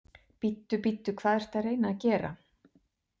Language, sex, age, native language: Icelandic, female, 40-49, Icelandic